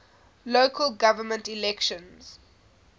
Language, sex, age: English, female, 20